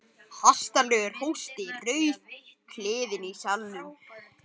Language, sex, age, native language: Icelandic, male, 12, Icelandic